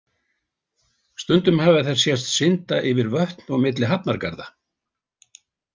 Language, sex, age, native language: Icelandic, male, 80-89, Icelandic